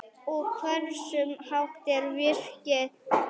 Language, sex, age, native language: Icelandic, male, 9, Icelandic